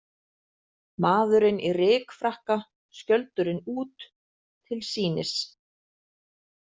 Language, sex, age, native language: Icelandic, female, 40-49, Icelandic